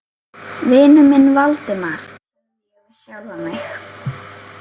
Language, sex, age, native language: Icelandic, female, 10, Icelandic